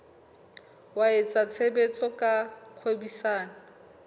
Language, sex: Southern Sotho, female